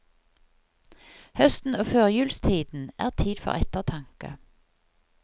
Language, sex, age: Norwegian, female, 55